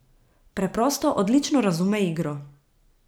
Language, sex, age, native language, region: Slovenian, female, 18-29, Slovenian, Gorica region